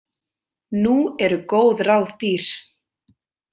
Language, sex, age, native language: Icelandic, female, 20-29, Icelandic